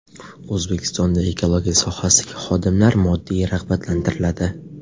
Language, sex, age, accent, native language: Uzbek, male, 18-24, Navoiy, Uzbek